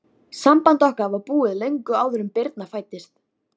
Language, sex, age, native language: Icelandic, female, 13, Icelandic